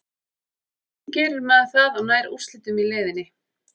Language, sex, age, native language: Icelandic, female, 30-39, Icelandic